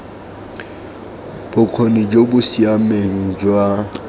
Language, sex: Tswana, male